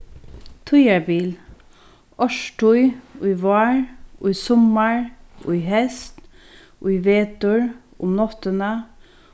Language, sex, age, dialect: Faroese, female, 36-60, Sandoy